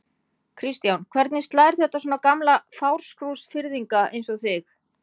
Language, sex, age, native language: Icelandic, female, 50-59, Icelandic